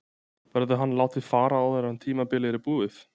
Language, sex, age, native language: Icelandic, male, 20-29, Icelandic